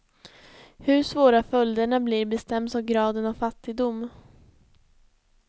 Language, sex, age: Swedish, female, 20